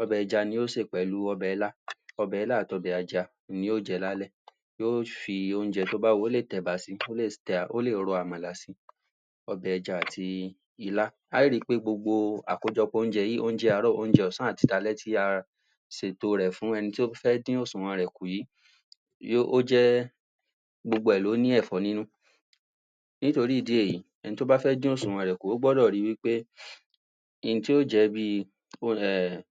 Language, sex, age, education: Yoruba, male, 46-60, tertiary